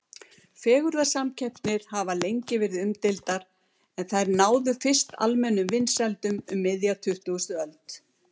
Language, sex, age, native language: Icelandic, female, 70-79, Icelandic